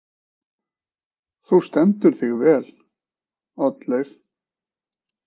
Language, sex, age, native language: Icelandic, male, 40-49, Icelandic